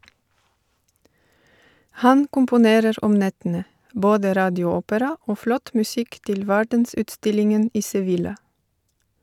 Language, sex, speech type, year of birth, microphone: Norwegian, female, read, 1970, Shure